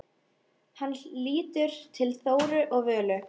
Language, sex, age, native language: Icelandic, female, 13, Icelandic